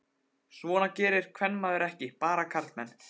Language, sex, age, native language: Icelandic, male, 15, Icelandic